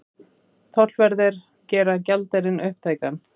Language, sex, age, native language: Icelandic, female, 30-39, Icelandic